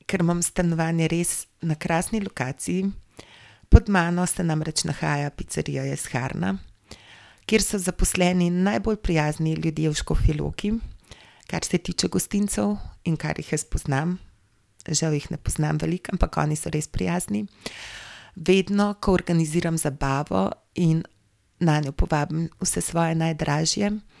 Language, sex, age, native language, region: Slovenian, female, 50-59, Slovenian, Gorenjska region